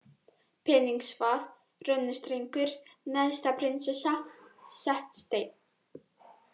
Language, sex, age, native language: Icelandic, female, 18-19, Icelandic